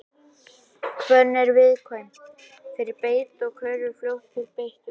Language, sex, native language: Icelandic, male, Icelandic